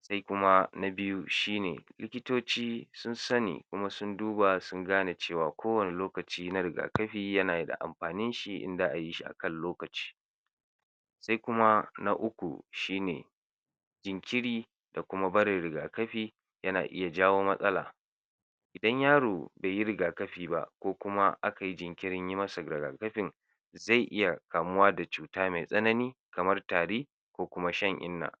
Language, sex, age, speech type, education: Hausa, male, 60+, spontaneous, tertiary